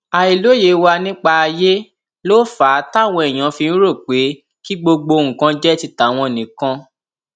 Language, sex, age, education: Yoruba, male, 15-29, tertiary